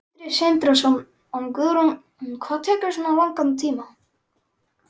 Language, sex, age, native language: Icelandic, male, 11, Icelandic